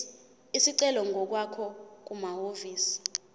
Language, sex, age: Zulu, female, 20